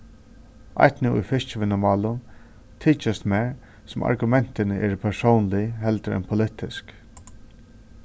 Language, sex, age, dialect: Faroese, male, 36-60, Suðurstreymoy